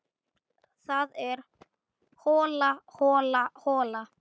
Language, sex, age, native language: Icelandic, male, 9, Icelandic